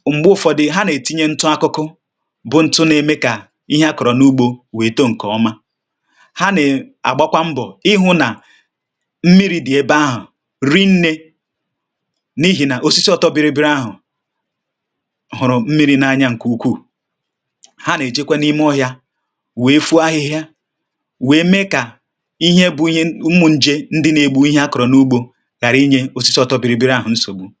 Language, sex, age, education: Igbo, male, 30-45, tertiary